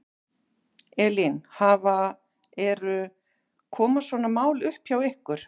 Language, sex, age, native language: Icelandic, female, 40-49, Icelandic